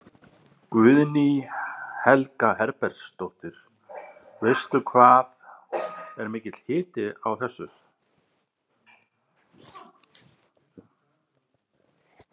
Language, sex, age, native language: Icelandic, male, 60-69, Icelandic